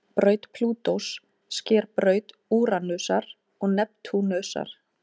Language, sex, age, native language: Icelandic, female, 30-39, Icelandic